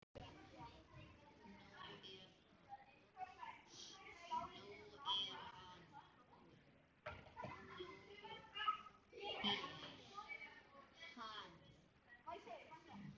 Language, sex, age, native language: Icelandic, female, 10, Icelandic